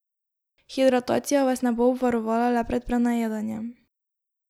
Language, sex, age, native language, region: Slovenian, female, 18-29, Slovenian, Drava region